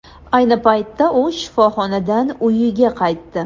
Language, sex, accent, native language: Uzbek, female, Andijon, Uzbek